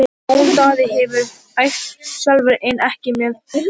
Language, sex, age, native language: Icelandic, male, 18-19, Icelandic